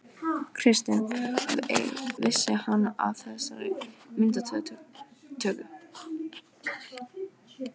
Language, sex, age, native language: Icelandic, female, 12, Icelandic